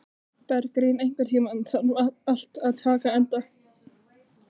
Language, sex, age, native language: Icelandic, other, 15, Icelandic